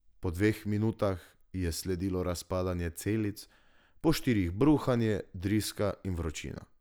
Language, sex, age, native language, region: Slovenian, male, 18-29, Slovenian, Drava region